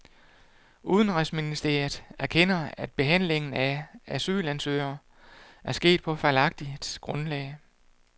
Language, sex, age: Danish, male, 48